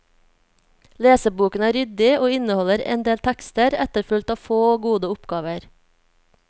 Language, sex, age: Norwegian, female, 24